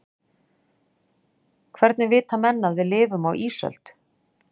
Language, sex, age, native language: Icelandic, female, 40-49, Icelandic